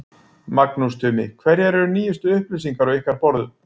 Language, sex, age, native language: Icelandic, male, 40-49, Icelandic